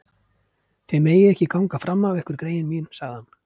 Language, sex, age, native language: Icelandic, male, 50-59, Icelandic